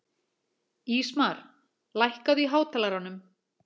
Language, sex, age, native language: Icelandic, female, 40-49, Icelandic